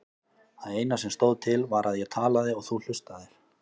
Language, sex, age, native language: Icelandic, male, 20-29, Icelandic